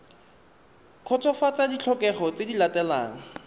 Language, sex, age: Tswana, male, 23